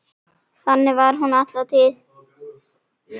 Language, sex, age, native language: Icelandic, female, 9, Icelandic